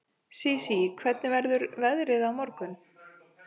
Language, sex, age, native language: Icelandic, female, 40-49, Icelandic